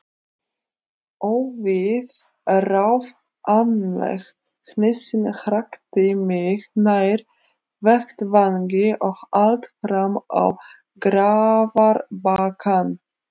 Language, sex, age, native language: Icelandic, female, 30-39, Icelandic